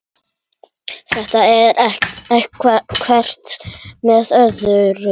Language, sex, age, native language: Icelandic, male, 9, Icelandic